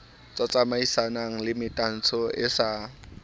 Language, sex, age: Southern Sotho, male, 19